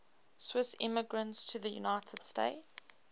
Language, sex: English, female